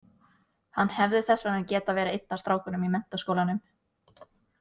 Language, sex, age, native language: Icelandic, female, 20-29, Norwegian